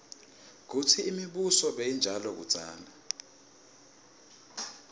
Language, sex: Swati, male